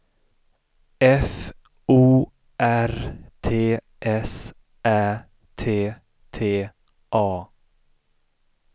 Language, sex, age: Swedish, male, 33